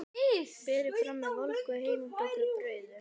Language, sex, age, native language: Icelandic, female, 11, Icelandic